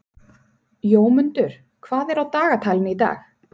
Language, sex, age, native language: Icelandic, female, 30-39, Icelandic